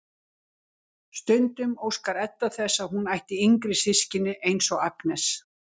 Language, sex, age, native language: Icelandic, female, 60-69, Icelandic